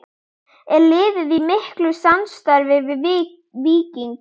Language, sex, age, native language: Icelandic, female, 11, Icelandic